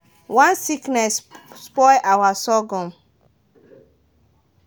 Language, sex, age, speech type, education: Nigerian Pidgin, female, 15-29, spontaneous, tertiary